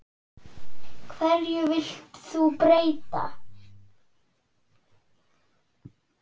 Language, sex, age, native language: Icelandic, female, 8, Icelandic